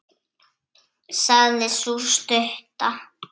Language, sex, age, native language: Icelandic, female, 7, Icelandic